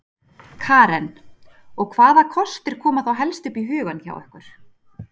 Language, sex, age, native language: Icelandic, female, 30-39, Icelandic